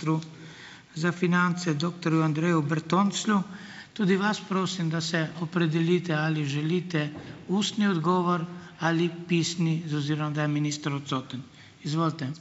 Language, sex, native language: Slovenian, male, Slovenian